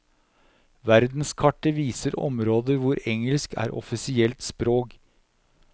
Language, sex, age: Norwegian, male, 57